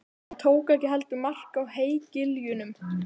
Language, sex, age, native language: Icelandic, male, 12, Icelandic